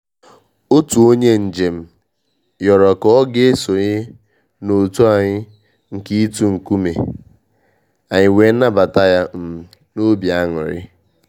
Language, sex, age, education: Igbo, male, 15-29, tertiary